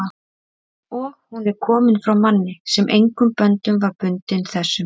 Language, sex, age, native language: Icelandic, female, 30-39, Icelandic